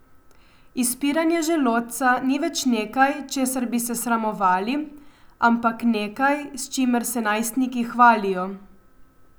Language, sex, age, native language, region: Slovenian, female, 18-29, Slovenian, Coastal Karst region